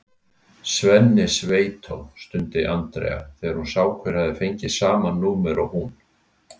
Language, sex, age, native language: Icelandic, male, 60-69, Icelandic